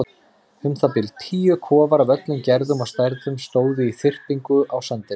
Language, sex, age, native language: Icelandic, male, 30-39, Icelandic